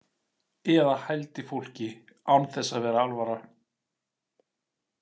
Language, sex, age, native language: Icelandic, male, 40-49, Icelandic